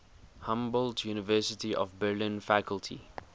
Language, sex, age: English, male, 20